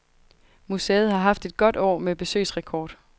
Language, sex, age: Danish, female, 22